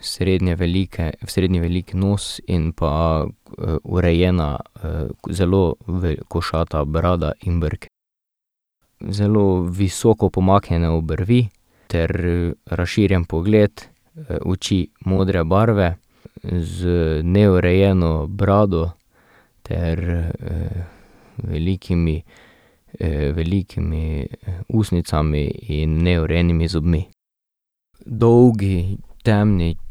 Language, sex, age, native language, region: Slovenian, male, 18-29, Slovenian, Drava region